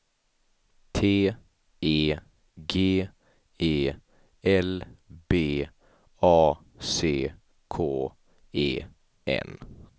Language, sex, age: Swedish, male, 18